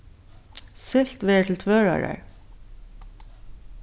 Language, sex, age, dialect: Faroese, female, 61+, Suðurstreymoy